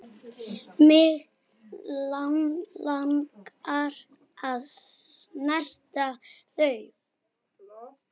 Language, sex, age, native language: Icelandic, female, 9, Icelandic